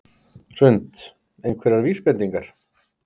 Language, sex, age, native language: Icelandic, male, 50-59, Icelandic